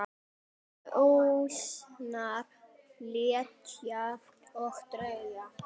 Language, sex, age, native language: Icelandic, female, 10, Icelandic